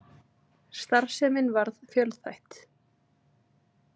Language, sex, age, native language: Icelandic, female, 30-39, Icelandic